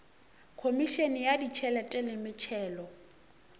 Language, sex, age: Northern Sotho, female, 24